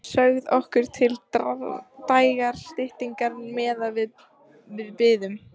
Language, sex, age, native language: Icelandic, female, 14, Icelandic